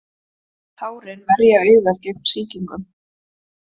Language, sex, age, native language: Icelandic, female, 20-29, Icelandic